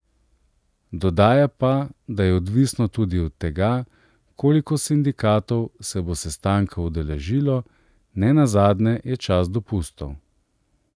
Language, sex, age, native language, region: Slovenian, male, 30-49, Slovenian, Central Slovenia